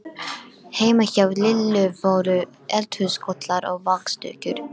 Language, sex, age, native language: Icelandic, female, 12, Icelandic